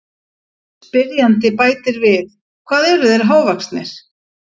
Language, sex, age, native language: Icelandic, female, 50-59, Icelandic